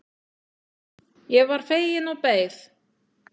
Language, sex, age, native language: Icelandic, female, 9, Icelandic